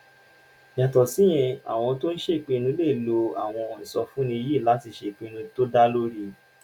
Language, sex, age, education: Yoruba, male, 30-45, tertiary